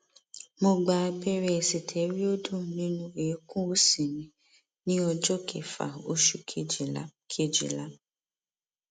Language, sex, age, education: Yoruba, female, 15-29, tertiary